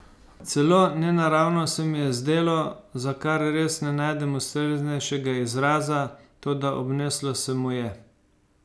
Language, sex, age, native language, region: Slovenian, male, 50-59, Slovenian, Savinja region